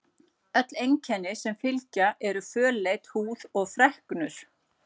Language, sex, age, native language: Icelandic, female, 40-49, Icelandic